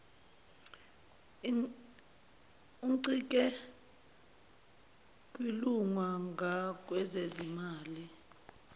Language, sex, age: Zulu, female, 22